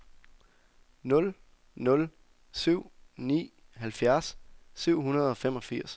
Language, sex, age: Danish, male, 24